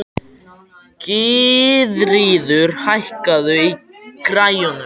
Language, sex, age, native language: Icelandic, male, 14, Icelandic